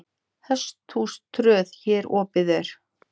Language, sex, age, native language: Icelandic, female, 9, Icelandic